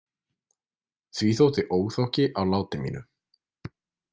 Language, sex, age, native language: Icelandic, male, 20-29, Icelandic